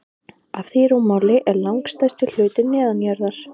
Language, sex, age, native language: Icelandic, female, 30-39, Icelandic